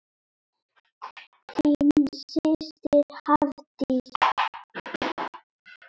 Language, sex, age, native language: Icelandic, male, 7, Icelandic